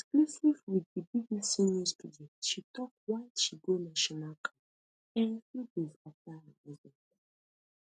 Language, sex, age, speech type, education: Nigerian Pidgin, female, 15-29, spontaneous, tertiary